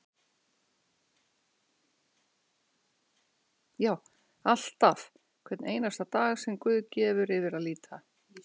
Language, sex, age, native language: Icelandic, female, 60-69, Icelandic